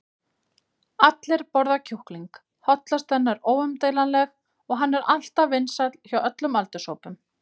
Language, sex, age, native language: Icelandic, female, 30-39, Icelandic